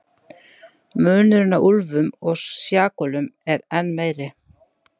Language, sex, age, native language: Icelandic, female, 60-69, Icelandic